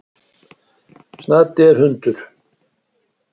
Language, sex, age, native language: Icelandic, male, 60-69, Icelandic